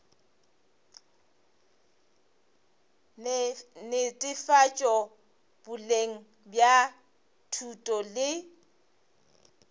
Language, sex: Northern Sotho, female